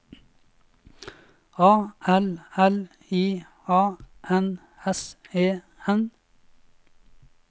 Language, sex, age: Norwegian, male, 26